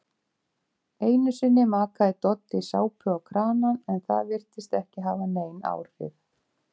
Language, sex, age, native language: Icelandic, female, 50-59, Icelandic